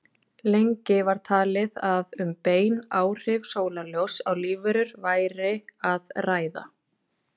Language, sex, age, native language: Icelandic, female, 30-39, Icelandic